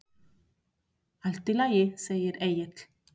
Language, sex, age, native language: Icelandic, female, 30-39, Spanish